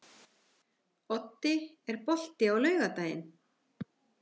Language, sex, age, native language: Icelandic, female, 50-59, Icelandic